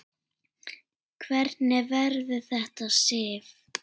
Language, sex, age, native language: Icelandic, female, 7, Icelandic